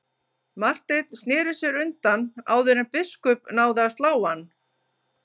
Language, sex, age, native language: Icelandic, female, 50-59, Icelandic